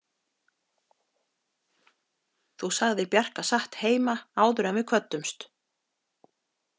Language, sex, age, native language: Icelandic, female, 40-49, Icelandic